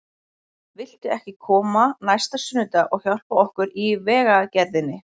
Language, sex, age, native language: Icelandic, female, 20-29, Icelandic